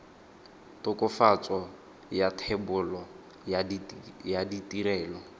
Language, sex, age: Tswana, male, 19